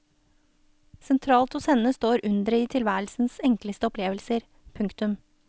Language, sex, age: Norwegian, female, 29